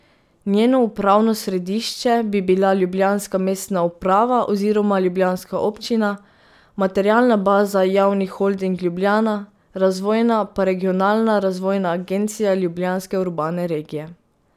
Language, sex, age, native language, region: Slovenian, female, 18-29, Slovenian, Pomurje region